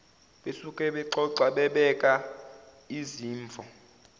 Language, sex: Zulu, male